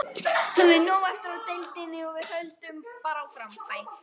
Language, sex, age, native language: Icelandic, female, 18-19, Icelandic